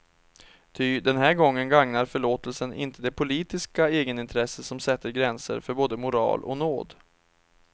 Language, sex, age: Swedish, male, 31